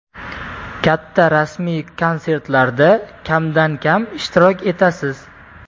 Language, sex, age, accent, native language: Uzbek, male, 18-24, Toshkent viloyati, Uzbek